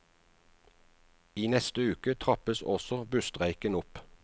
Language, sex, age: Norwegian, male, 49